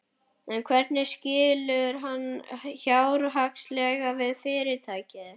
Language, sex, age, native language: Icelandic, male, 11, Icelandic